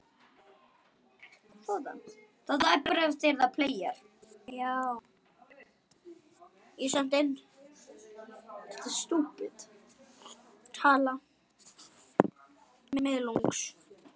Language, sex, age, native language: Icelandic, male, 9, Icelandic